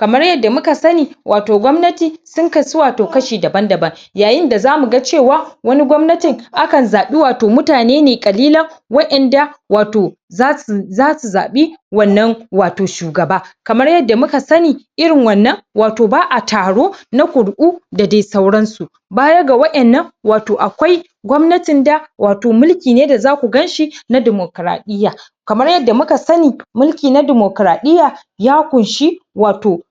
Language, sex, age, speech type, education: Hausa, male, 15-29, spontaneous, secondary